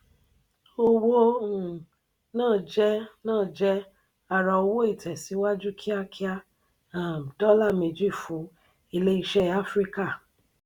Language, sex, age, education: Yoruba, female, 30-45, tertiary